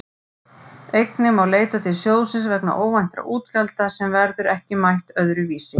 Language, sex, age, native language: Icelandic, female, 40-49, Icelandic